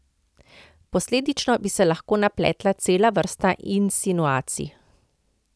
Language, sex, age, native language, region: Slovenian, female, 50-59, Slovenian, Central Slovenia